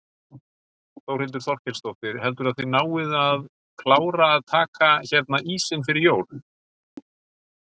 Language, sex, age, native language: Icelandic, male, 40-49, Icelandic